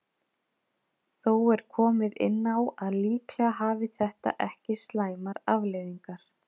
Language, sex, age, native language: Icelandic, female, 30-39, Icelandic